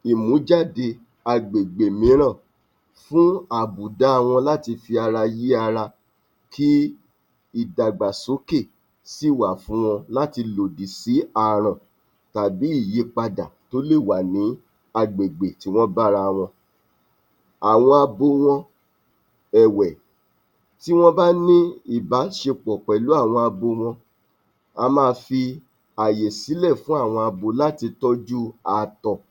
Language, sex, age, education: Yoruba, male, 30-45, tertiary